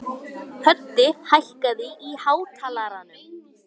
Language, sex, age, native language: Icelandic, male, 18-19, Icelandic